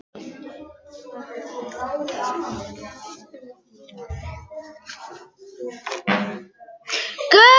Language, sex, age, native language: Icelandic, male, 10, Icelandic